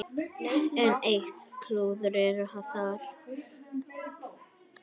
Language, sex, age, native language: Icelandic, female, 9, Icelandic